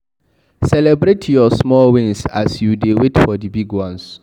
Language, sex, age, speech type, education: Nigerian Pidgin, male, 15-29, read, tertiary